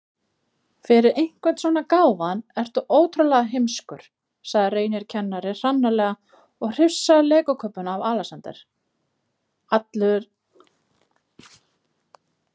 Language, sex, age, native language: Icelandic, female, 30-39, Icelandic